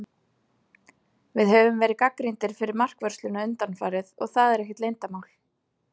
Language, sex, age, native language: Icelandic, female, 30-39, Icelandic